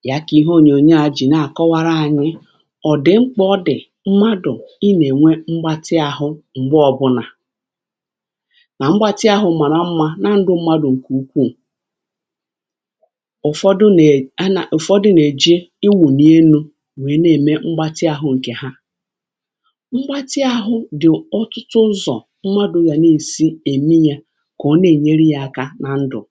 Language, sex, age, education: Igbo, female, 46-60, tertiary